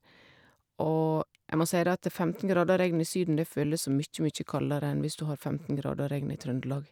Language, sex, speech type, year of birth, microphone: Norwegian, female, spontaneous, 1972, Shure